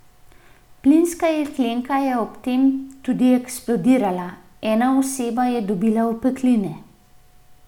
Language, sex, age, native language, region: Slovenian, female, 30-49, Slovenian, Central Slovenia